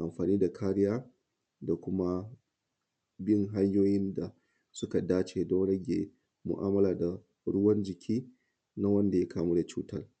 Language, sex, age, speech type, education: Hausa, male, 30-45, spontaneous, tertiary